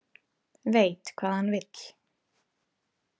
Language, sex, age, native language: Icelandic, female, 30-39, Icelandic